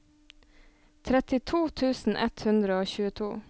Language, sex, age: Norwegian, female, 26